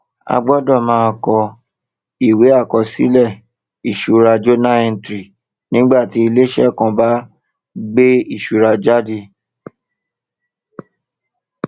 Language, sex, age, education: Yoruba, male, 30-45, tertiary